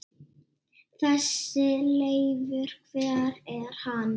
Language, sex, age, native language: Icelandic, female, 7, Icelandic